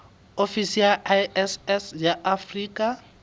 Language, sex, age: Southern Sotho, male, 22